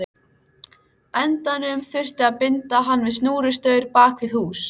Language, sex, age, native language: Icelandic, female, 14, Icelandic